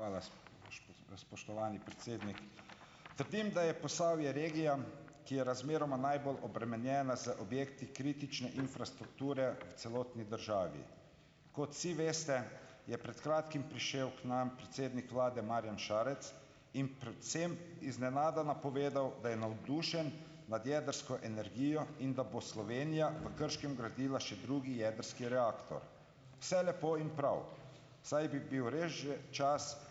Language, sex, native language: Slovenian, male, Slovenian